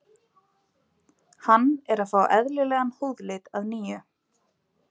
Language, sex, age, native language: Icelandic, female, 20-29, Icelandic